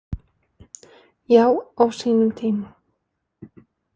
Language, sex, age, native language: Icelandic, female, 20-29, Icelandic